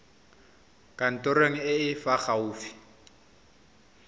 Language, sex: Tswana, male